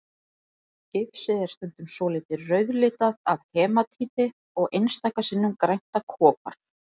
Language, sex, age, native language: Icelandic, female, 40-49, Icelandic